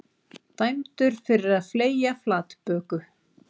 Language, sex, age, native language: Icelandic, female, 40-49, Icelandic